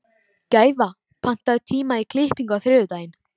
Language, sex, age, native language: Icelandic, female, 13, Icelandic